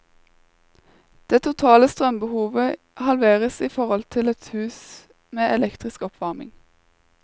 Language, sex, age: Norwegian, female, 21